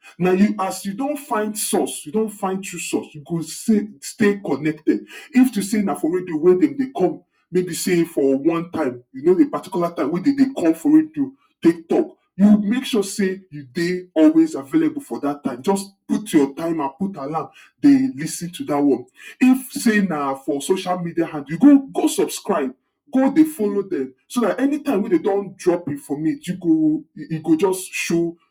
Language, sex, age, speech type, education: Nigerian Pidgin, male, 46-60, spontaneous, tertiary